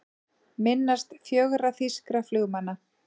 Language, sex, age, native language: Icelandic, female, 40-49, Icelandic